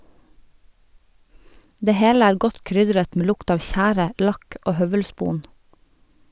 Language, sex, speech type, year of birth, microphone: Norwegian, female, read, 1989, Sennheiser